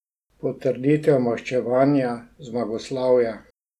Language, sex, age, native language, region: Slovenian, male, 60+, Slovenian, Drava region